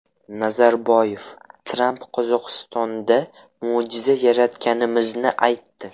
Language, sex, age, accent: Uzbek, male, 12-17, Toshkent viloyati